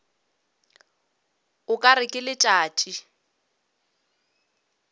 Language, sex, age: Northern Sotho, female, 26